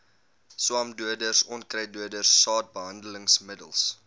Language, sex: Afrikaans, male